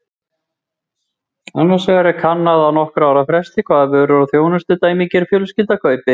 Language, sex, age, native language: Icelandic, male, 40-49, Icelandic